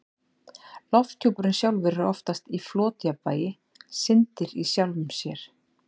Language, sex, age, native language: Icelandic, female, 40-49, Icelandic